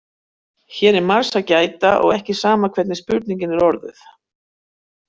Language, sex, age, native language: Icelandic, female, 60-69, Icelandic